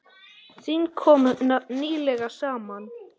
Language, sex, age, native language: Icelandic, male, 10, Icelandic